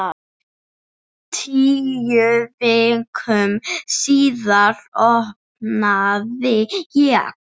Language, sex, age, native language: Icelandic, female, 7, English